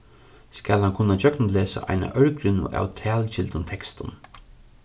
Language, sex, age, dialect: Faroese, male, 36-60, Suðurstreymoy